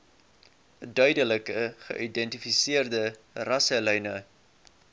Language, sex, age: Afrikaans, male, 18